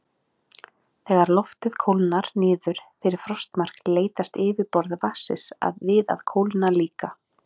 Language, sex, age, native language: Icelandic, female, 30-39, Icelandic